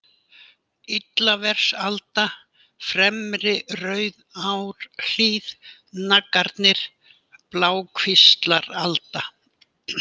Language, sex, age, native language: Icelandic, female, 80-89, Icelandic